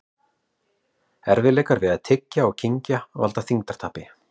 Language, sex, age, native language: Icelandic, male, 40-49, Icelandic